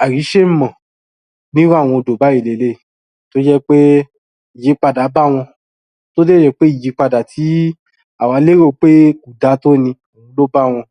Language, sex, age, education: Yoruba, male, 30-45, tertiary